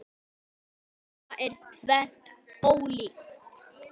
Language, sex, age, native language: Icelandic, male, 10, Icelandic